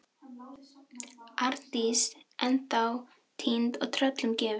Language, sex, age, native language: Icelandic, female, 13, Filipino